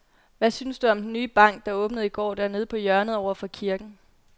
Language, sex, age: Danish, female, 22